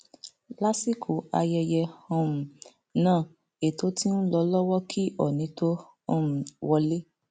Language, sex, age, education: Yoruba, female, 15-29, tertiary